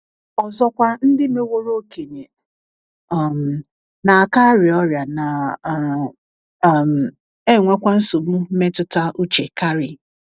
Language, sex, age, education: Igbo, female, 30-45, tertiary